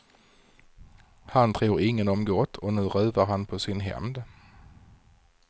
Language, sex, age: Swedish, male, 40